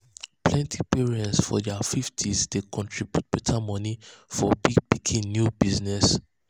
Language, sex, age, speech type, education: Nigerian Pidgin, male, 15-29, spontaneous, tertiary